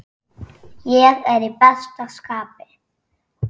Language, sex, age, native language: Icelandic, female, 10, Icelandic